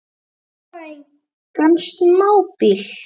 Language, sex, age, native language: Icelandic, male, 9, Icelandic